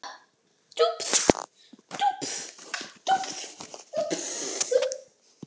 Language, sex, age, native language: Icelandic, other, 18-19, Icelandic